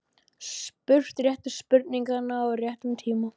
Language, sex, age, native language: Icelandic, male, 12, Icelandic